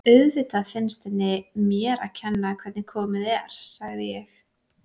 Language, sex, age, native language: Icelandic, female, 20-29, Icelandic